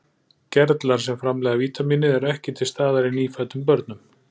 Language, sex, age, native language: Icelandic, male, 40-49, Icelandic